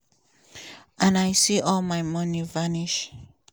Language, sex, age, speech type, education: Nigerian Pidgin, female, 15-29, spontaneous, tertiary